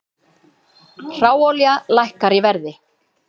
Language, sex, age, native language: Icelandic, female, 50-59, Icelandic